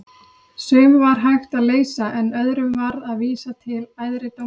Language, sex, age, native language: Icelandic, female, 30-39, Icelandic